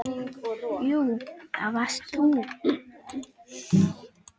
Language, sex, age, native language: Icelandic, female, 10, Icelandic